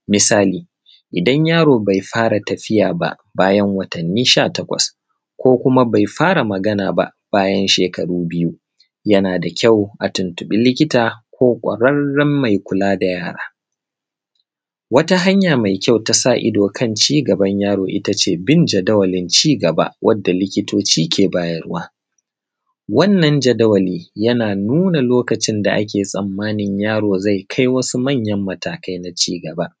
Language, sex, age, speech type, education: Hausa, male, 30-45, spontaneous, primary